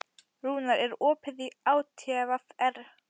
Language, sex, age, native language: Icelandic, female, 11, Icelandic